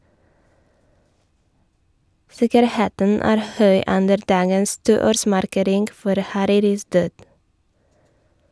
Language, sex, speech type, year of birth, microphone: Norwegian, female, read, 1987, Shure